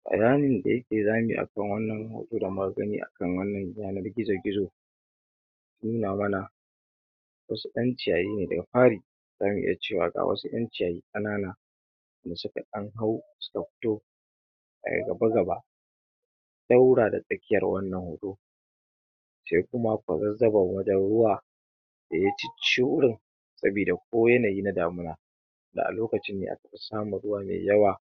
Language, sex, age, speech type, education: Hausa, male, 15-29, spontaneous, tertiary